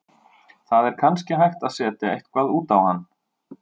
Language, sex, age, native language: Icelandic, male, 30-39, Icelandic